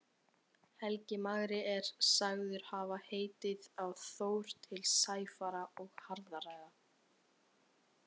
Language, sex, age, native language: Icelandic, female, 18-19, Icelandic